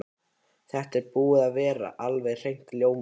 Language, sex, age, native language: Icelandic, male, 13, Icelandic